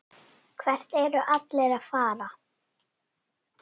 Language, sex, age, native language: Icelandic, female, 8, Icelandic